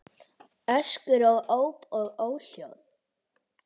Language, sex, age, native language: Icelandic, female, 9, Icelandic